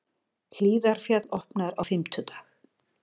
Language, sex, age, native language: Icelandic, female, 60-69, Icelandic